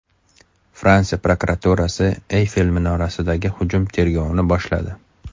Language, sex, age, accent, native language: Uzbek, male, 35+, Toshkent shahri, Uzbek